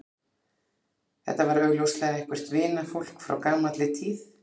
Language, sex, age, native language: Icelandic, female, 40-49, Icelandic